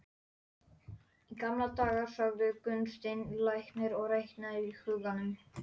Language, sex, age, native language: Icelandic, male, 11, Polish